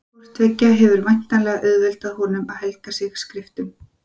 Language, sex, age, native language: Icelandic, female, 40-49, Icelandic